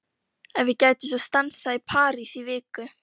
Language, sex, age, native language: Icelandic, female, 12, Icelandic